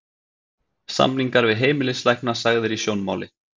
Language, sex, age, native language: Icelandic, male, 30-39, Icelandic